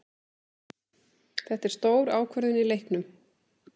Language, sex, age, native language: Icelandic, female, 30-39, Icelandic